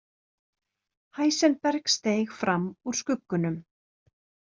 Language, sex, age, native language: Icelandic, female, 30-39, Icelandic